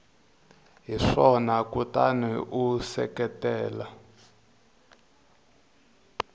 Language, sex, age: Tsonga, male, 22